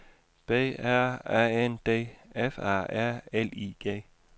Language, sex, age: Danish, male, 56